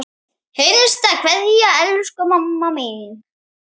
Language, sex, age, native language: Icelandic, female, 9, Icelandic